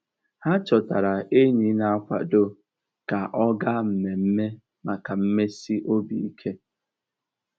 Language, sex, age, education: Igbo, male, 15-29, tertiary